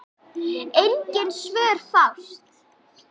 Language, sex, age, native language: Icelandic, male, 10, Icelandic